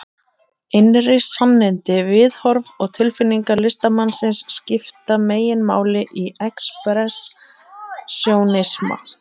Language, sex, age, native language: Icelandic, female, 30-39, Icelandic